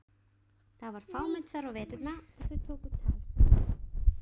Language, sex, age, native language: Icelandic, female, 20-29, Icelandic